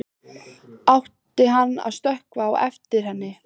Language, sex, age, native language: Icelandic, female, 15, Icelandic